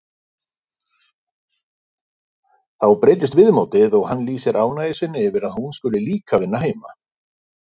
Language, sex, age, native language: Icelandic, male, 50-59, Icelandic